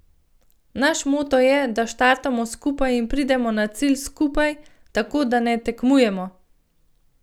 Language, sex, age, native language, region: Slovenian, female, 30-49, Slovenian, Gorenjska region